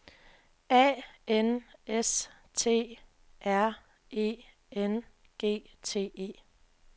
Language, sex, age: Danish, female, 24